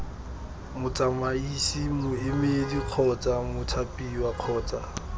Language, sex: Tswana, male